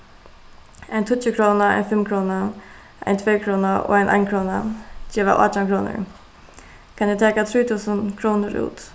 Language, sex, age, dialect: Faroese, female, 15-35, Suðuroy